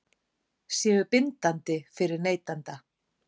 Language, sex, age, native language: Icelandic, female, 40-49, Icelandic